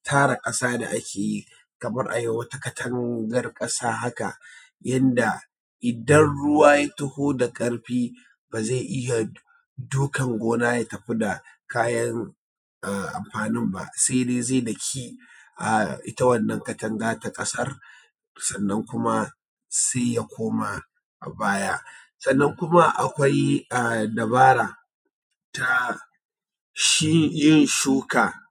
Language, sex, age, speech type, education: Hausa, male, 30-45, spontaneous, tertiary